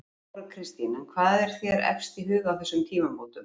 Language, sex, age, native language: Icelandic, female, 50-59, Icelandic